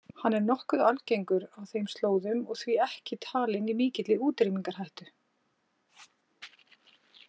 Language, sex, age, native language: Icelandic, female, 40-49, Icelandic